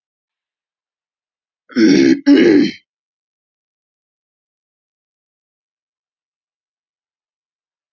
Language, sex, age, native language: Icelandic, female, 30-39, Icelandic